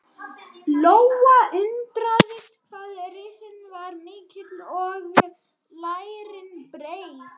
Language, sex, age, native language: Icelandic, female, 30-39, Swedish